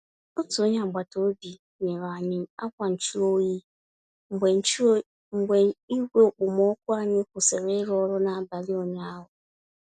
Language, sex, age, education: Igbo, female, 15-29, tertiary